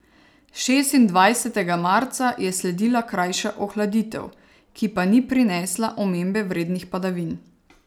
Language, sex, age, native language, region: Slovenian, female, 30-49, Slovenian, Savinja region